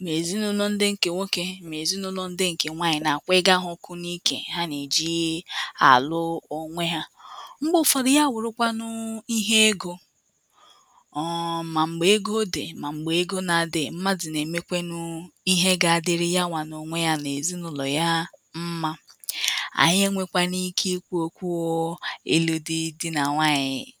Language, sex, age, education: Igbo, female, 15-29, tertiary